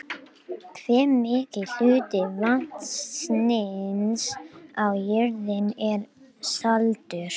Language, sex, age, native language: Icelandic, male, 18-19, Icelandic